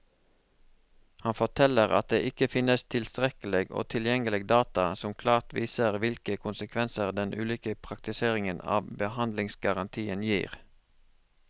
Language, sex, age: Norwegian, male, 36